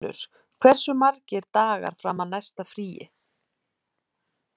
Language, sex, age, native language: Icelandic, female, 40-49, Icelandic